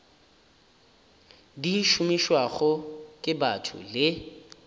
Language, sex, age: Northern Sotho, male, 30